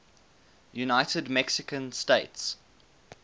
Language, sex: English, male